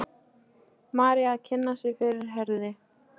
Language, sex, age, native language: Icelandic, female, 13, Polish